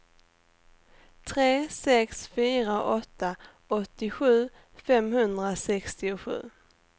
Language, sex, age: Swedish, female, 18